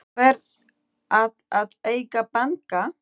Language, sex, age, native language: Icelandic, female, 9, Icelandic